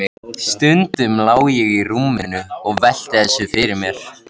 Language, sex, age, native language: Icelandic, male, 13, Icelandic